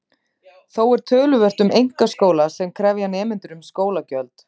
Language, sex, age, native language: Icelandic, female, 30-39, Icelandic